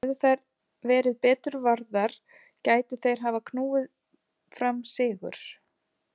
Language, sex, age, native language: Icelandic, female, 40-49, Icelandic